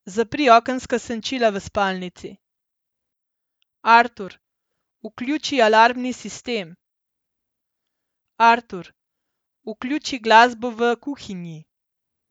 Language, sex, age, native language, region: Slovenian, female, 30-49, Slovenian, Central Slovenia